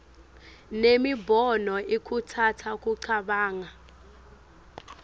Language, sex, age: Swati, female, 18